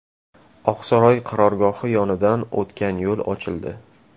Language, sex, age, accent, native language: Uzbek, male, 18-24, Toshkent shahri, Uzbek